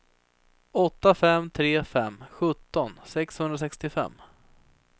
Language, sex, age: Swedish, female, 30